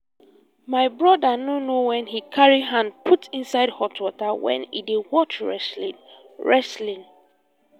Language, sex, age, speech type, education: Nigerian Pidgin, female, 15-29, spontaneous, tertiary